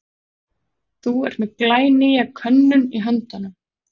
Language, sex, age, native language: Icelandic, male, 40-49, Icelandic